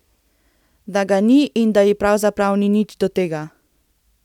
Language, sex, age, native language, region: Slovenian, female, 18-29, Slovenian, Central Slovenia